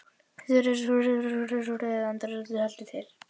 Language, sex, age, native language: Icelandic, female, 40-49, Icelandic